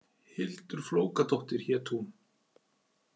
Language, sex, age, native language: Icelandic, male, 40-49, Icelandic